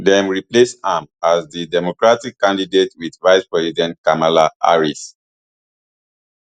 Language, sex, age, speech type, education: Nigerian Pidgin, male, 30-45, spontaneous, tertiary